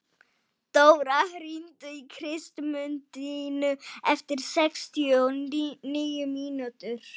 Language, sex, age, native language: Icelandic, male, 12, Polish